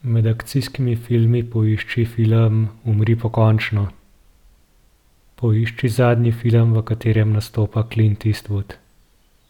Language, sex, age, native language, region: Slovenian, male, 30-49, Slovenian, Gorenjska region